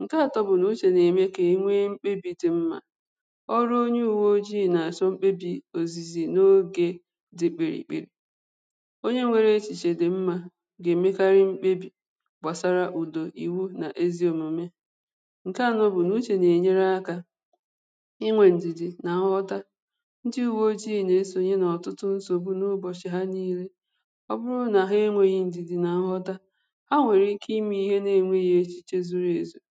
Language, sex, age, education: Igbo, female, 30-45, primary